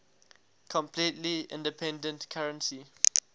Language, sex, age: English, male, 19